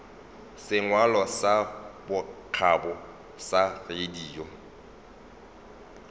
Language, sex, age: Northern Sotho, male, 35